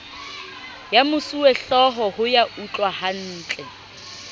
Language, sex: Southern Sotho, female